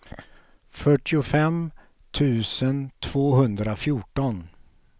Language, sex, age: Swedish, male, 48